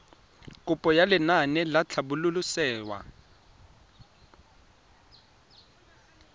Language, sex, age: Tswana, male, 23